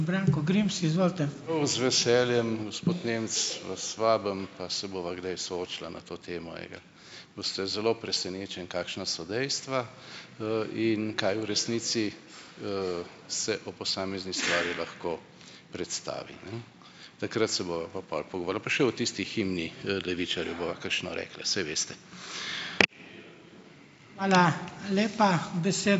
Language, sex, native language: Slovenian, male, Slovenian